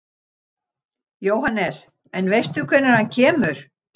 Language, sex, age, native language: Icelandic, other, 60-69, Icelandic